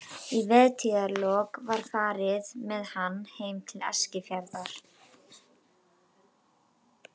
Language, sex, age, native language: Icelandic, female, 12, Icelandic